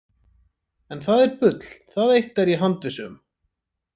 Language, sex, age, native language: Icelandic, male, 30-39, Icelandic